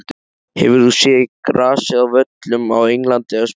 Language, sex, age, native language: Icelandic, male, 13, Icelandic